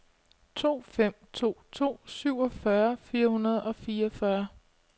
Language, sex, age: Danish, female, 25